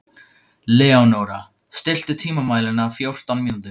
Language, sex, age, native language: Icelandic, male, 15, Icelandic